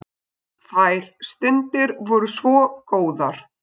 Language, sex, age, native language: Icelandic, male, 7, Icelandic